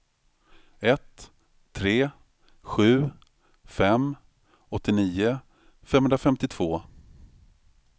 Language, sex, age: Swedish, male, 45